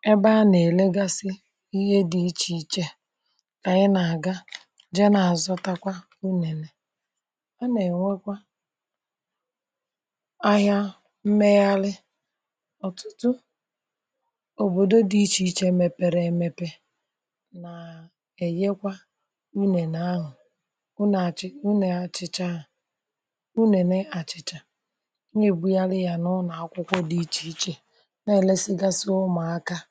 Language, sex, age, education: Igbo, male, 30-45, tertiary